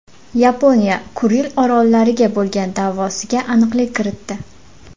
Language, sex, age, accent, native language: Uzbek, female, 18-24, Farg'ona, Uzbek